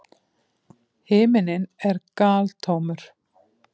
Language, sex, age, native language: Icelandic, female, 50-59, Icelandic